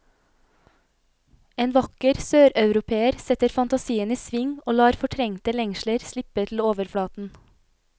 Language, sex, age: Norwegian, female, 25